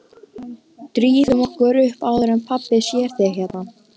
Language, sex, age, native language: Icelandic, male, 12, Icelandic